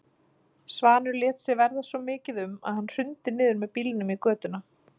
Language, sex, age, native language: Icelandic, female, 30-39, Icelandic